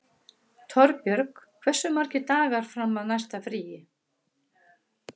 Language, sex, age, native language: Icelandic, female, 60-69, Icelandic